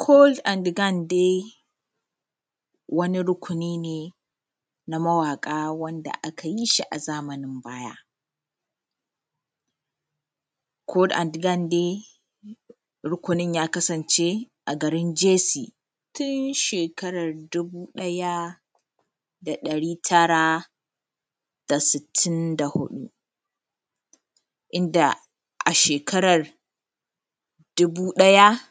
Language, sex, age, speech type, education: Hausa, female, 15-29, spontaneous, primary